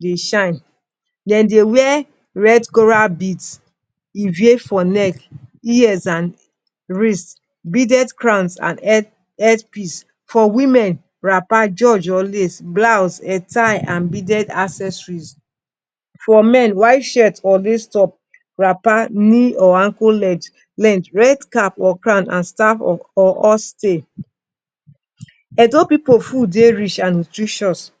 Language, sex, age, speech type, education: Nigerian Pidgin, female, 46-60, spontaneous, tertiary